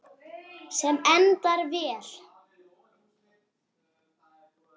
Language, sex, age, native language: Icelandic, male, 10, Icelandic